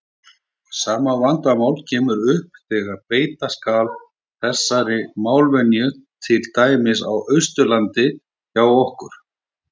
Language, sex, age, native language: Icelandic, male, 40-49, Icelandic